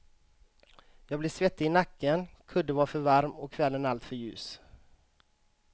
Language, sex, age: Swedish, male, 35